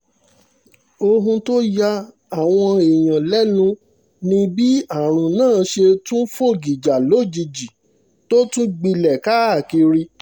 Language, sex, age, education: Yoruba, male, 30-45, tertiary